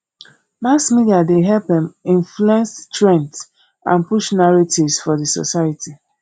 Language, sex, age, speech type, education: Nigerian Pidgin, female, 30-45, spontaneous, tertiary